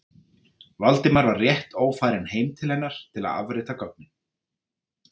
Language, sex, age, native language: Icelandic, male, 30-39, Icelandic